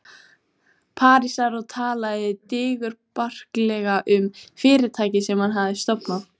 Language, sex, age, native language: Icelandic, female, 14, Icelandic